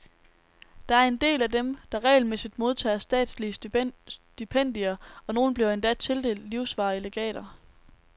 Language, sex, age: Danish, female, 19